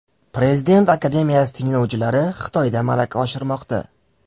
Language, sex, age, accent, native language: Uzbek, male, 18-24, Jizzax, Uzbek